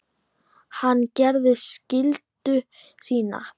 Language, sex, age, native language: Icelandic, female, 9, Icelandic